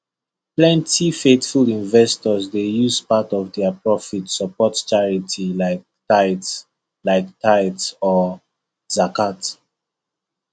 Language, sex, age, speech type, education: Nigerian Pidgin, male, 15-29, spontaneous, tertiary